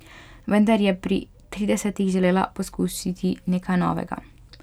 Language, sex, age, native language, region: Slovenian, female, 12-17, Slovenian, Pomurje region